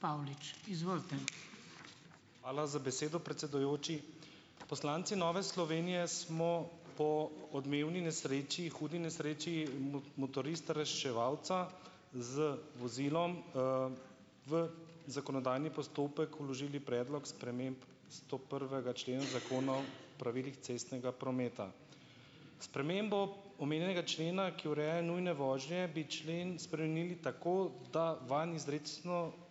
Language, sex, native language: Slovenian, male, Slovenian